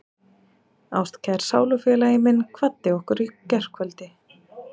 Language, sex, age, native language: Icelandic, female, 30-39, Icelandic